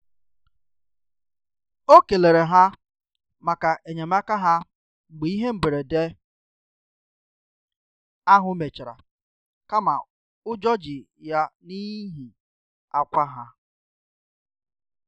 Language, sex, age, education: Igbo, male, 30-45, tertiary